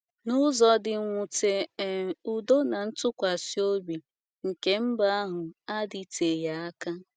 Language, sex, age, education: Igbo, female, 15-29, tertiary